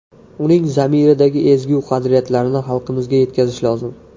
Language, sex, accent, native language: Uzbek, male, Andijon, Uzbek